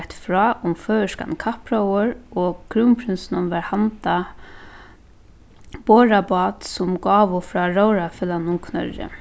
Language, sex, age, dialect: Faroese, female, 15-35, Suðuroy